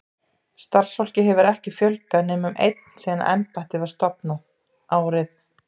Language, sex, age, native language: Icelandic, female, 30-39, Icelandic